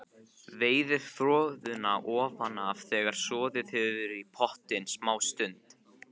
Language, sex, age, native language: Icelandic, male, 15, Icelandic